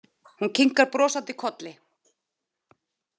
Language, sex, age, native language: Icelandic, female, 30-39, Icelandic